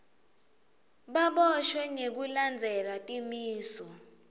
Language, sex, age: Swati, female, 20